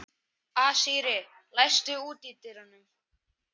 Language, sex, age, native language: Icelandic, male, 11, Icelandic